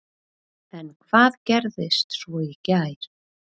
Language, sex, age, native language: Icelandic, female, 30-39, Icelandic